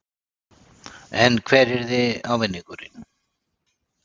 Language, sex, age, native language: Icelandic, male, 60-69, Icelandic